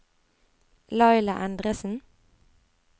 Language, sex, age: Norwegian, female, 25